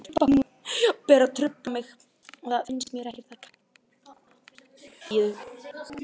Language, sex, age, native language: Icelandic, male, 8, Icelandic